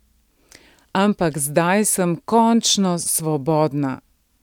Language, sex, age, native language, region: Slovenian, female, 50-59, Slovenian, Central Slovenia